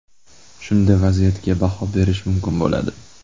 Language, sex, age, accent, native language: Uzbek, male, 18-24, Qashqadaryo, Uzbek